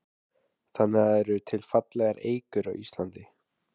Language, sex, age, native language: Icelandic, male, 20-29, Icelandic